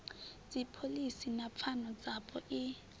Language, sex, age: Venda, female, 20